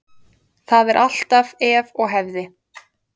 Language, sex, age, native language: Icelandic, female, 20-29, Icelandic